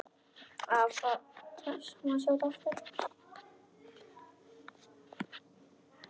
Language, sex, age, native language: Icelandic, female, 6, Icelandic